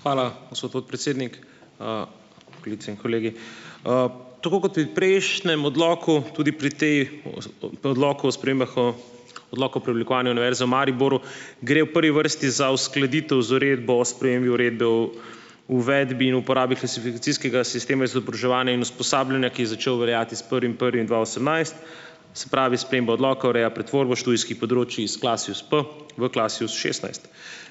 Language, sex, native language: Slovenian, male, Slovenian